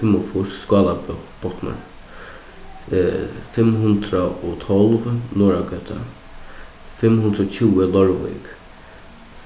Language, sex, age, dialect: Faroese, male, 15-35, Suðuroy